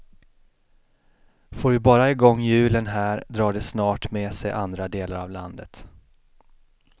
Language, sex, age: Swedish, male, 33